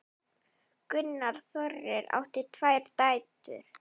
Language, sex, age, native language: Icelandic, female, 9, Icelandic